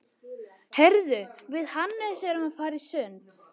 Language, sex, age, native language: Icelandic, female, 13, Icelandic